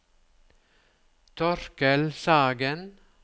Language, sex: Norwegian, male